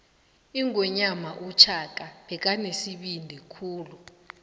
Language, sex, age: South Ndebele, female, 19